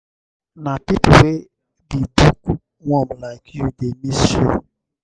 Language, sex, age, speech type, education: Nigerian Pidgin, male, 60+, spontaneous, tertiary